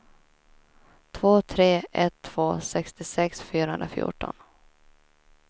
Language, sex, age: Swedish, female, 23